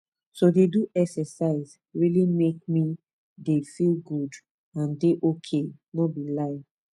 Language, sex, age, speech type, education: Nigerian Pidgin, female, 15-29, spontaneous, tertiary